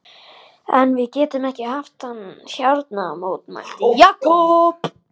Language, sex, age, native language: Icelandic, male, 14, Icelandic